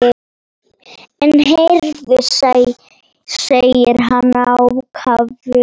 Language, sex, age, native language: Icelandic, female, 9, Polish